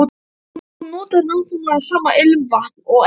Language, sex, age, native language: Icelandic, male, 12, Icelandic